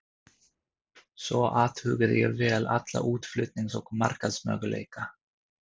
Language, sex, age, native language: Icelandic, male, 30-39, Swedish